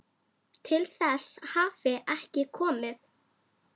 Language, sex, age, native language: Icelandic, female, 10, Icelandic